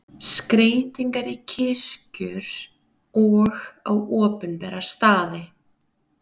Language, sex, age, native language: Icelandic, female, 30-39, Icelandic